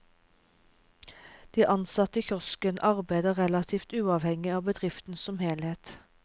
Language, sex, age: Norwegian, female, 36